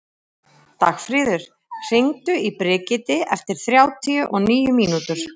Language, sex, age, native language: Icelandic, female, 30-39, Icelandic